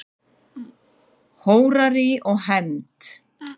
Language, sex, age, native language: Icelandic, male, 10, Icelandic